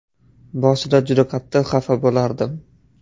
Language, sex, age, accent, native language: Uzbek, male, 18-24, Andijon, Uzbek